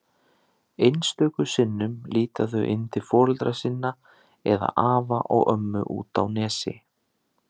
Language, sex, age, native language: Icelandic, male, 30-39, Icelandic